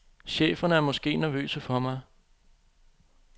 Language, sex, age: Danish, male, 25